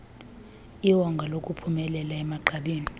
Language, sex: Xhosa, female